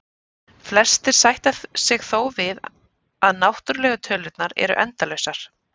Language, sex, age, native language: Icelandic, female, 30-39, Icelandic